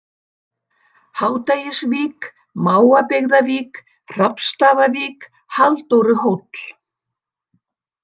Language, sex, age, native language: Icelandic, female, 60-69, Icelandic